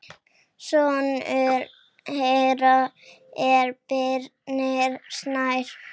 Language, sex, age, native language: Icelandic, female, 10, Icelandic